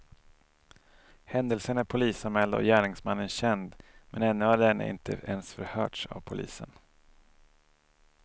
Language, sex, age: Swedish, male, 27